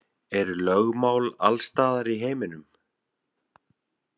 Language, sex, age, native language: Icelandic, male, 50-59, Icelandic